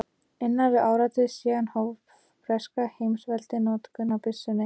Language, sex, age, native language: Icelandic, female, 18-19, Icelandic